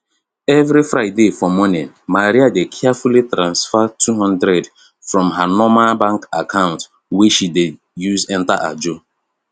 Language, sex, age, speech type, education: Nigerian Pidgin, male, 30-45, spontaneous, tertiary